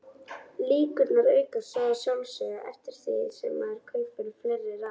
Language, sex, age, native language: Icelandic, female, 18-19, Icelandic